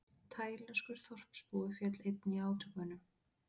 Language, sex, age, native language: Icelandic, female, 20-29, Icelandic